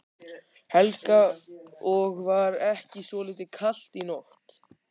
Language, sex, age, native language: Icelandic, male, 14, Icelandic